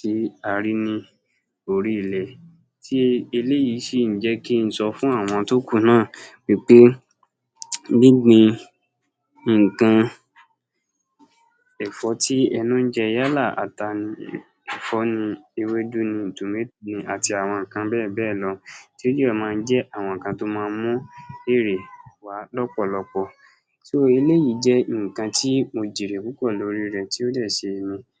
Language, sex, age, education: Yoruba, male, 46-60, tertiary